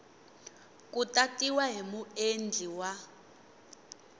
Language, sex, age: Tsonga, female, 22